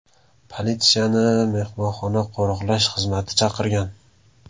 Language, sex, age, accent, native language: Uzbek, male, 18-24, Samarqand, Uzbek